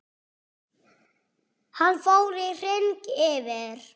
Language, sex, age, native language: Icelandic, male, 6, Icelandic